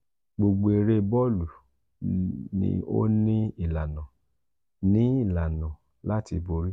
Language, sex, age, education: Yoruba, male, 46-60, tertiary